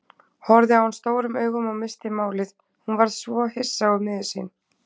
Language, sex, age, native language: Icelandic, female, 20-29, Icelandic